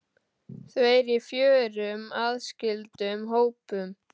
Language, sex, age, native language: Icelandic, male, 12, Icelandic